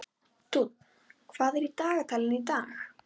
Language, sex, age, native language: Icelandic, female, 12, Icelandic